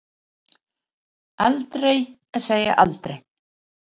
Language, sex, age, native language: Icelandic, female, 70-79, Icelandic